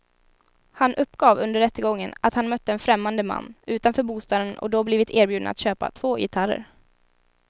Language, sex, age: Swedish, female, 19